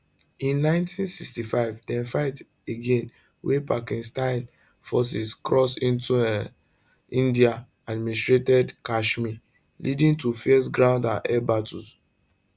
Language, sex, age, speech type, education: Nigerian Pidgin, male, 15-29, spontaneous, tertiary